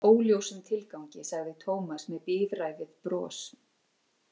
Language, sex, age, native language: Icelandic, female, 40-49, Icelandic